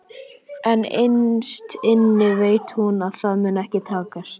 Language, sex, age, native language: Icelandic, male, 11, Icelandic